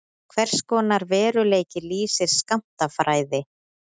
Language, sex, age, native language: Icelandic, female, 30-39, Icelandic